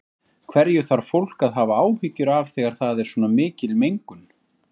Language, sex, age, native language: Icelandic, male, 40-49, Icelandic